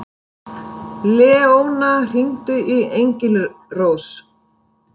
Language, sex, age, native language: Icelandic, female, 50-59, Icelandic